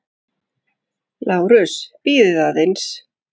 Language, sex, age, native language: Icelandic, male, 8, Icelandic